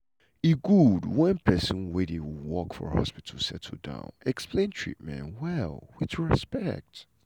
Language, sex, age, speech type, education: Nigerian Pidgin, male, 15-29, spontaneous, tertiary